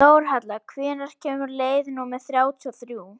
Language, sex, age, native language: Icelandic, female, 18-19, Icelandic